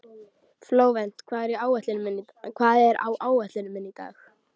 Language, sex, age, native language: Icelandic, female, 12, Icelandic